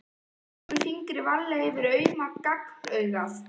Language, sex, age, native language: Icelandic, female, 11, Icelandic